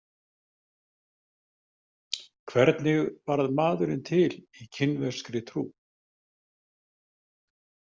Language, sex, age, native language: Icelandic, male, 50-59, Icelandic